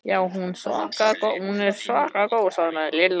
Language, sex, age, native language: Icelandic, male, 14, Icelandic